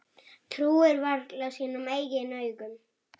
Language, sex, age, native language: Icelandic, male, 7, Icelandic